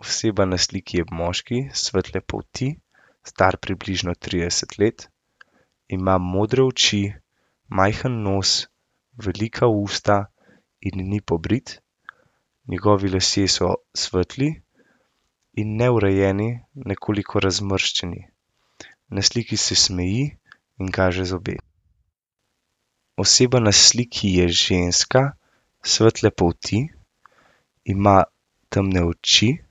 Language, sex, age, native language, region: Slovenian, male, 18-29, Slovenian, Central Slovenia